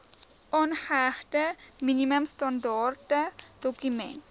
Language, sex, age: Afrikaans, female, 19